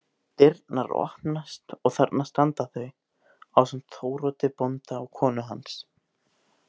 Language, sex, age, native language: Icelandic, male, 18-19, Icelandic